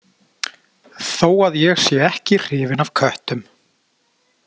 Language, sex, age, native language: Icelandic, male, 40-49, Icelandic